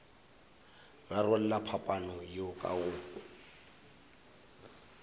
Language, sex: Northern Sotho, male